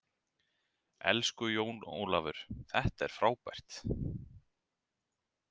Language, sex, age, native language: Icelandic, male, 30-39, Icelandic